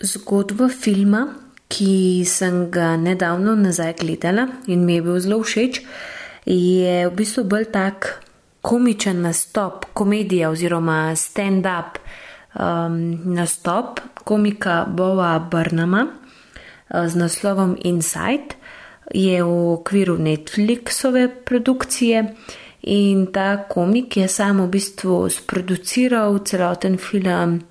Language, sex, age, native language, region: Slovenian, female, 18-29, Slovenian, Gorenjska region